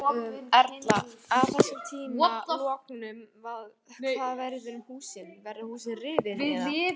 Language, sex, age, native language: Icelandic, female, 18-19, Icelandic